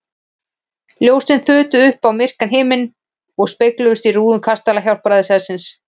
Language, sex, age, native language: Icelandic, female, 40-49, Icelandic